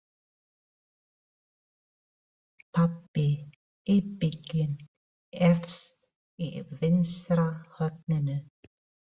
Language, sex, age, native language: Icelandic, female, 40-49, Filipino